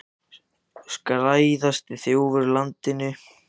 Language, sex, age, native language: Icelandic, male, 14, Icelandic